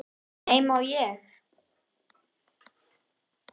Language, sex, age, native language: Icelandic, male, 10, Icelandic